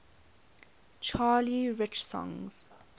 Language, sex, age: English, female, 21